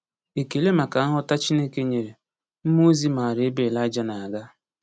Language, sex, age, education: Igbo, male, 15-29, tertiary